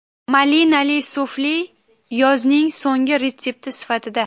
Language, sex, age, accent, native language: Uzbek, female, 18-24, Qashqadaryo, Uzbek